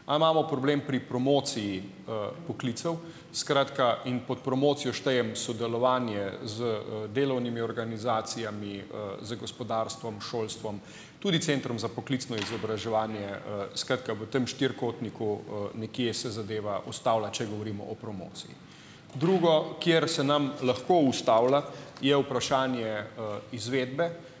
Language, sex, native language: Slovenian, male, Slovenian